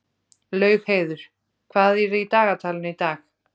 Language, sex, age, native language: Icelandic, female, 30-39, Icelandic